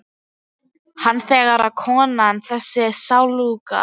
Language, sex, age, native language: Icelandic, female, 12, Icelandic